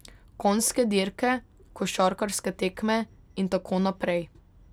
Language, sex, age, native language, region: Slovenian, female, 18-29, Slovenian, Drava region